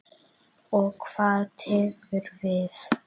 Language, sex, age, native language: Icelandic, female, 8, Icelandic